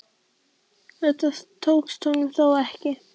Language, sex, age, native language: Icelandic, female, 10, Icelandic